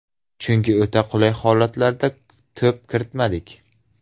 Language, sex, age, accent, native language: Uzbek, male, 18-24, Surxondaryo, Uzbek